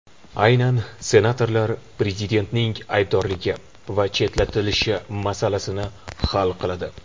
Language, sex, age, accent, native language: Uzbek, male, 18-24, Toshkent shahri, Uzbek